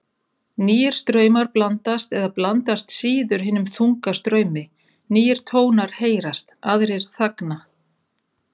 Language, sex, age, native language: Icelandic, female, 30-39, Icelandic